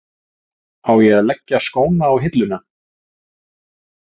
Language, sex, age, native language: Icelandic, male, 40-49, Icelandic